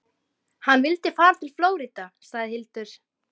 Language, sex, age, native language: Icelandic, female, 12, Icelandic